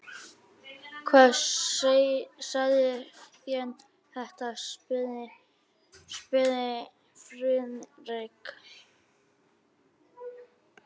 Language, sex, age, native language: Icelandic, male, 12, Icelandic